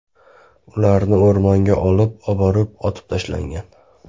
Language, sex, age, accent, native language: Uzbek, male, 25-34, Namangan, Uzbek